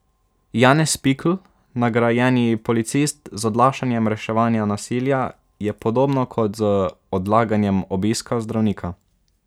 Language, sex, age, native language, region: Slovenian, male, 12-17, Slovenian, Savinja region